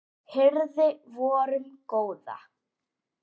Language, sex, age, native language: Icelandic, female, 8, Icelandic